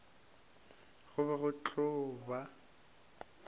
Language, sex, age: Northern Sotho, male, 22